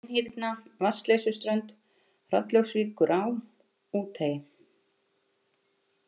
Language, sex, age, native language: Icelandic, female, 50-59, Icelandic